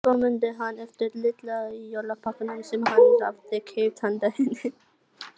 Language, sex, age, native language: Icelandic, other, 18-19, Icelandic